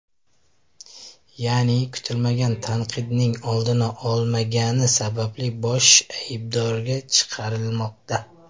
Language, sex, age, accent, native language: Uzbek, male, 25-34, Samarqand, Uzbek